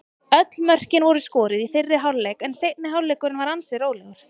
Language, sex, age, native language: Icelandic, female, 30-39, Icelandic